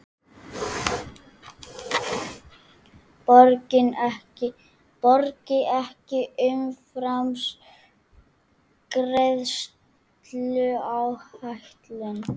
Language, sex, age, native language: Icelandic, female, 20-29, Icelandic